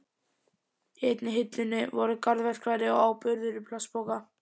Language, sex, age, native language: Icelandic, male, 11, Icelandic